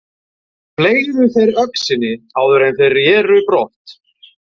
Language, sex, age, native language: Icelandic, male, 40-49, Icelandic